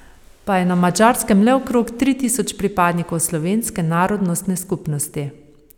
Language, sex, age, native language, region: Slovenian, female, 30-49, Slovenian, Savinja region